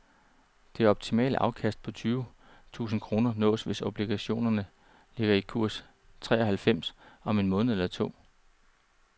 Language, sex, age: Danish, male, 39